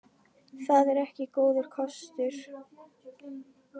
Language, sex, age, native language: Icelandic, female, 20-29, Icelandic